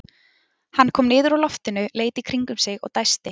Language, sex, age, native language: Icelandic, female, 20-29, Icelandic